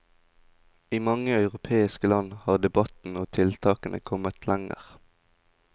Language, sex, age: Norwegian, male, 20